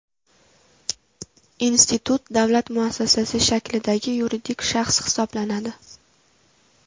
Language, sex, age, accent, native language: Uzbek, female, 18-24, Namangan, Uzbek